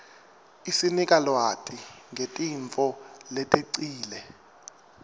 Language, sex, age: Swati, male, 23